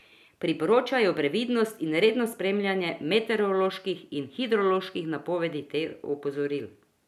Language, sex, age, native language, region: Slovenian, female, 50-59, Croatian, Drava region